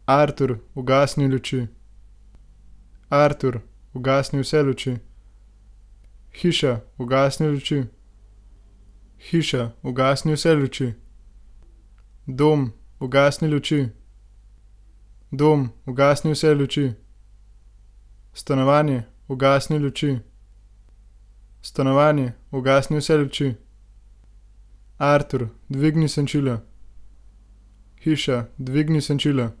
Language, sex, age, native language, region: Slovenian, male, 18-29, Slovenian, Gorenjska region